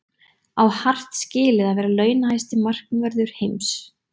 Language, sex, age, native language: Icelandic, female, 20-29, Icelandic